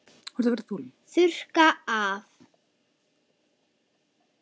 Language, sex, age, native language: Icelandic, female, 9, Icelandic